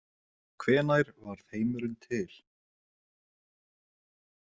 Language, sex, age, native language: Icelandic, male, 20-29, Icelandic